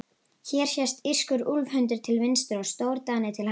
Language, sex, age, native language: Icelandic, female, 18-19, Icelandic